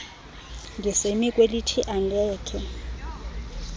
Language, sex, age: Xhosa, female, 32